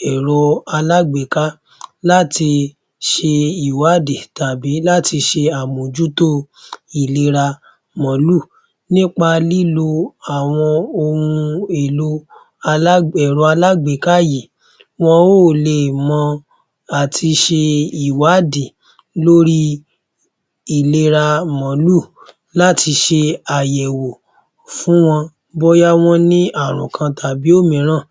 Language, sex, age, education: Yoruba, male, 15-29, tertiary